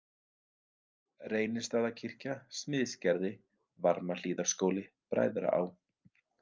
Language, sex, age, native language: Icelandic, male, 30-39, Icelandic